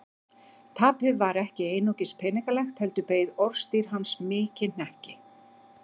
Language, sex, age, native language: Icelandic, female, 50-59, Icelandic